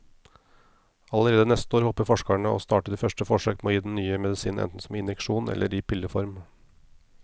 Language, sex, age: Norwegian, male, 34